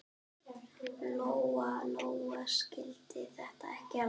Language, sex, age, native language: Icelandic, female, 9, Icelandic